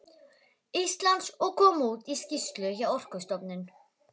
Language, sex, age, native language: Icelandic, female, 11, Icelandic